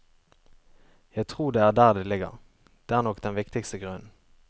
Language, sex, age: Norwegian, male, 23